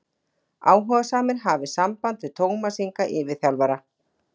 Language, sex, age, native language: Icelandic, female, 40-49, Icelandic